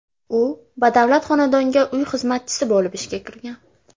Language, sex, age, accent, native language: Uzbek, female, under 19, Farg'ona, Uzbek